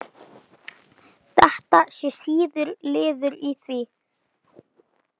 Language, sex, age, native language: Icelandic, male, 9, Icelandic